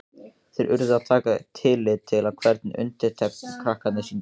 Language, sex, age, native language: Icelandic, male, 14, Icelandic